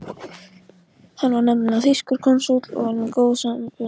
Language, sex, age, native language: Icelandic, male, 14, Icelandic